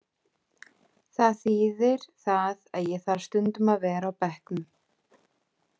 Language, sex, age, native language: Icelandic, female, 30-39, Icelandic